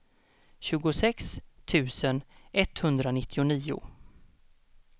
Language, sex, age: Swedish, male, 32